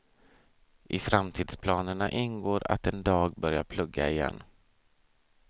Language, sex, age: Swedish, male, 32